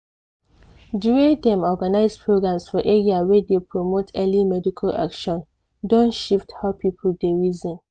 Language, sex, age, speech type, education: Nigerian Pidgin, female, 15-29, spontaneous, tertiary